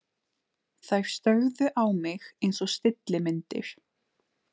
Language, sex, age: Icelandic, female, 20-29